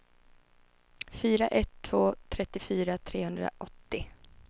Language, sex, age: Swedish, female, 21